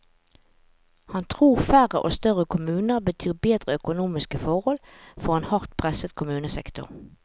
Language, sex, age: Norwegian, female, 45